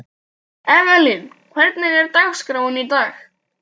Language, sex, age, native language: Icelandic, male, 12, Icelandic